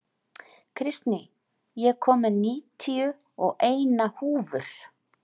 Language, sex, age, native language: Icelandic, female, 40-49, Icelandic